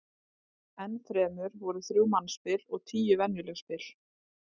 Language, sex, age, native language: Icelandic, female, 30-39, Icelandic